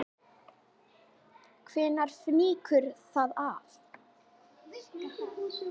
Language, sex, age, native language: Icelandic, male, 10, Icelandic